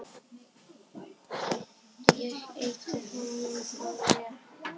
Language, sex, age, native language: Icelandic, male, 10, Icelandic